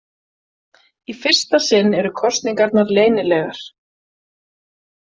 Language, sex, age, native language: Icelandic, female, 40-49, Icelandic